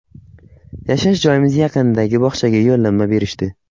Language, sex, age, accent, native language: Uzbek, male, 18-24, Samarqand, Uzbek